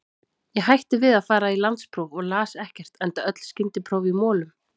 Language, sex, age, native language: Icelandic, female, 30-39, Icelandic